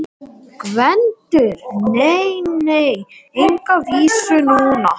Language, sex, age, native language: Icelandic, male, 18-19, Latvian